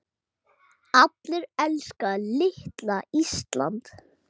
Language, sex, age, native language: Icelandic, male, 8, Icelandic